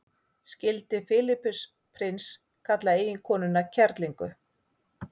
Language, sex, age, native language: Icelandic, female, 40-49, Icelandic